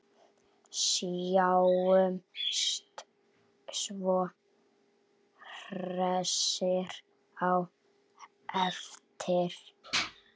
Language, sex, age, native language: Icelandic, male, 7, Icelandic